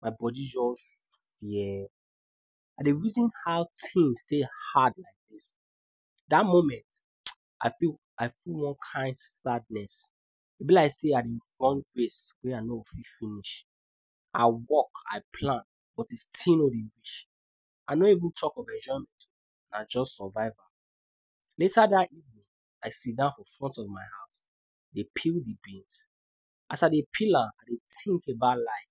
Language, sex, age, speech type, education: Nigerian Pidgin, male, 15-29, spontaneous, tertiary